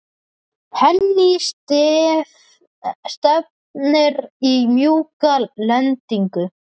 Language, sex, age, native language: Icelandic, male, 12, Icelandic